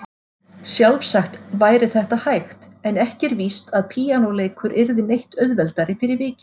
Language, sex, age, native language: Icelandic, female, 40-49, Icelandic